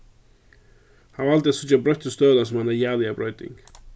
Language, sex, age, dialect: Faroese, male, 36-60, Suðurstreymoy